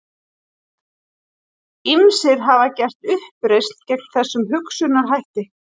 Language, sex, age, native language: Icelandic, female, 40-49, Icelandic